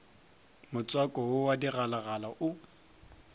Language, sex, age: Northern Sotho, male, 23